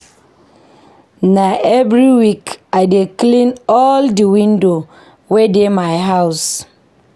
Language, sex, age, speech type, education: Nigerian Pidgin, female, 15-29, read, tertiary